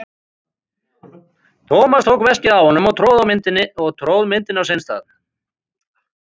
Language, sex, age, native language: Icelandic, male, 50-59, Icelandic